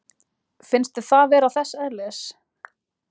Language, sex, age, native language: Icelandic, other, 20-29, Icelandic